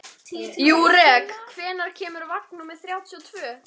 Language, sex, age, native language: Icelandic, female, 13, Icelandic